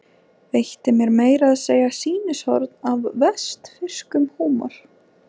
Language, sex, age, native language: Icelandic, female, 20-29, Icelandic